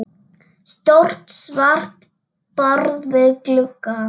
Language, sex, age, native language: Icelandic, female, 7, Icelandic